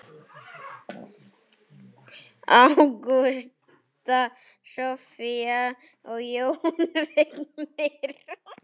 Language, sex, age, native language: Icelandic, male, 8, Icelandic